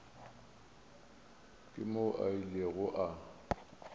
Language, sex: Northern Sotho, male